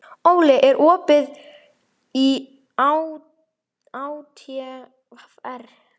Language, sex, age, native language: Icelandic, male, 11, Icelandic